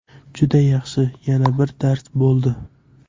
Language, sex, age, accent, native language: Uzbek, male, 18-24, Toshkent shahri, Uzbek